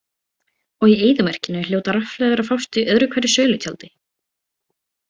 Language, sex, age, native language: Icelandic, female, 18-19, Icelandic